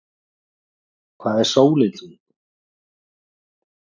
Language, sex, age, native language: Icelandic, male, 40-49, Icelandic